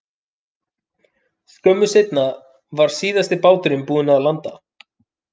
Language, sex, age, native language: Icelandic, male, 30-39, Icelandic